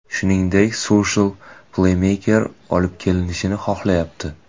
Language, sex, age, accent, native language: Uzbek, male, 18-24, Toshkent viloyati, Uzbek